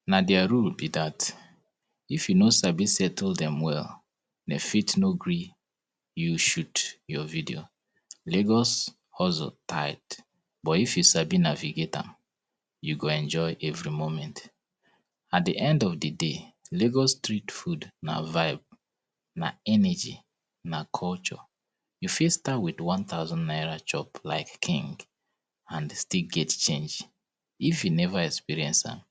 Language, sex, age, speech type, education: Nigerian Pidgin, male, 30-45, spontaneous, tertiary